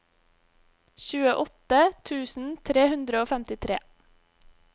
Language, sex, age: Norwegian, female, 26